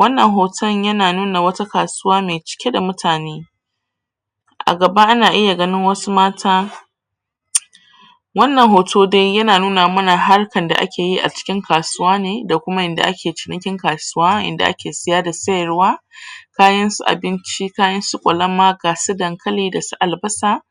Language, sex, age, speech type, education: Hausa, female, 30-45, spontaneous, tertiary